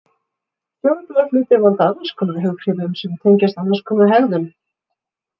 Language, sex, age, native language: Icelandic, female, 40-49, Icelandic